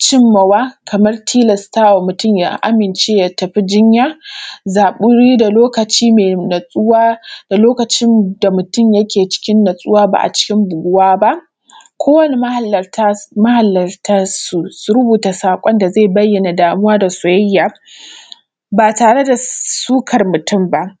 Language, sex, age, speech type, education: Hausa, female, 15-29, spontaneous, primary